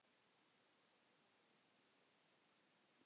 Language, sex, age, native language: Icelandic, male, 9, Icelandic